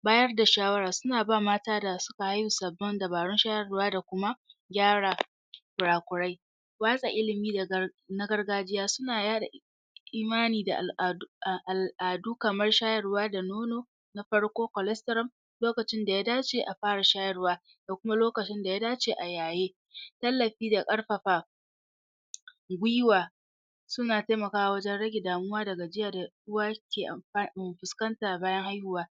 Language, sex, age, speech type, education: Hausa, female, 46-60, spontaneous, tertiary